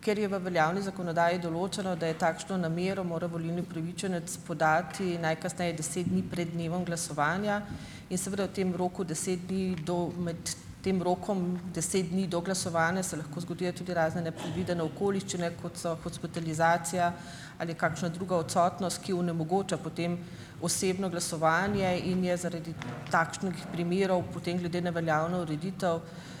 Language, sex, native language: Slovenian, female, Slovenian